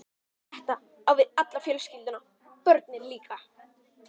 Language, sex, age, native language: Icelandic, female, 11, Icelandic